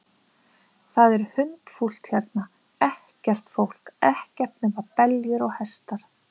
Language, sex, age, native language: Icelandic, female, 50-59, Icelandic